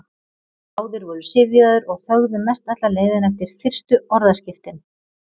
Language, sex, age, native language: Icelandic, female, 30-39, Icelandic